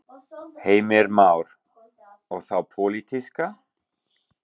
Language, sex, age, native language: Icelandic, male, 40-49, German